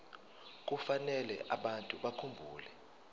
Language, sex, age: Zulu, male, 19